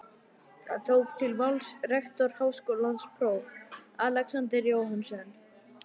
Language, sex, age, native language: Icelandic, male, 11, Icelandic